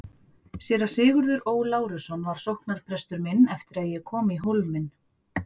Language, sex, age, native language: Icelandic, female, 40-49, Icelandic